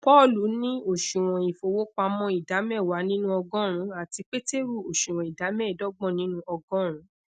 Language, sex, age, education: Yoruba, female, 15-29, tertiary